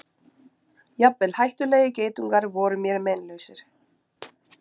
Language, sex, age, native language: Icelandic, female, 20-29, Icelandic